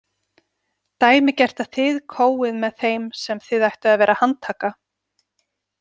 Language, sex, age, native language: Icelandic, female, 40-49, Icelandic